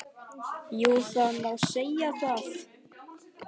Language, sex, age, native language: Icelandic, male, 10, Icelandic